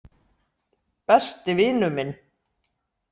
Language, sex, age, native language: Icelandic, female, 60-69, Icelandic